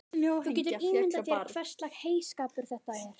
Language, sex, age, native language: Icelandic, female, 13, Icelandic